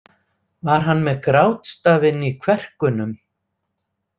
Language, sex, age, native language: Icelandic, female, 60-69, Icelandic